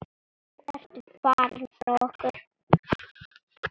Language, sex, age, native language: Icelandic, female, 9, Icelandic